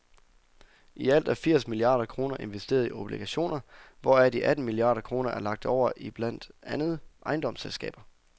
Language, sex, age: Danish, male, 24